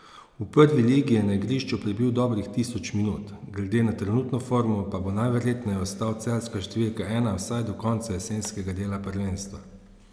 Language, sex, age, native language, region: Slovenian, male, 30-49, Slovenian, Savinja region